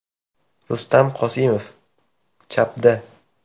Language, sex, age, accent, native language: Uzbek, male, 18-24, Toshkent viloyati, Uzbek